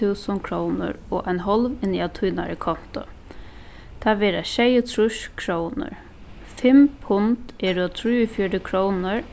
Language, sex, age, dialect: Faroese, female, 15-35, Suðuroy